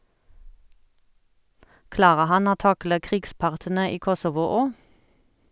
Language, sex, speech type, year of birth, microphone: Norwegian, female, read, 1971, Sennheiser